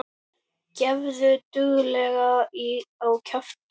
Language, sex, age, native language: Icelandic, male, 9, Icelandic